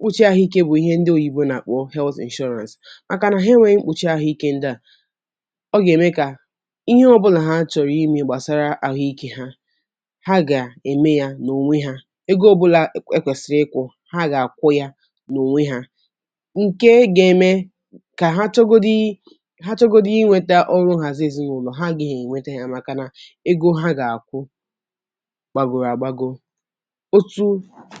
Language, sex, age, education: Igbo, female, 15-29, tertiary